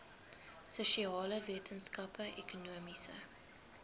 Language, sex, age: Afrikaans, female, 19